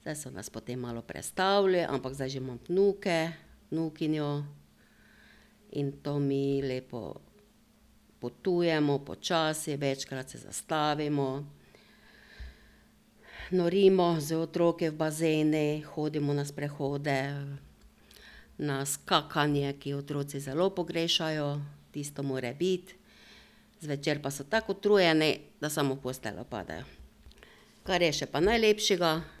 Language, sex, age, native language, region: Slovenian, female, 60+, Slovenian, Drava region